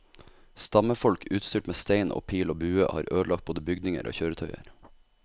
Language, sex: Norwegian, male